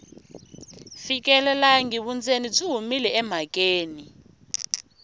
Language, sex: Tsonga, female